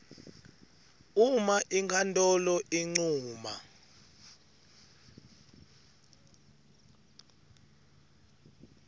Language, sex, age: Swati, male, 21